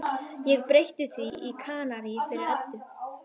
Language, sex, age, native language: Icelandic, female, 12, Icelandic